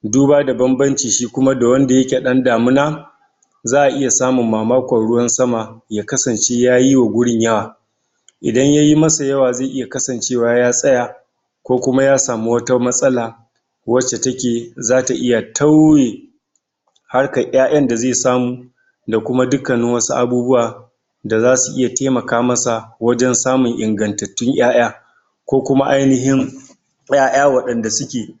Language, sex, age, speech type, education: Hausa, male, 60+, spontaneous, tertiary